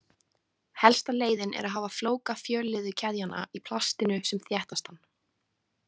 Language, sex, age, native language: Icelandic, female, 20-29, Icelandic